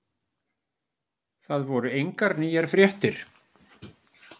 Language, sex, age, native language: Icelandic, male, 60-69, Icelandic